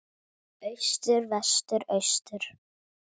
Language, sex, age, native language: Icelandic, female, 10, Icelandic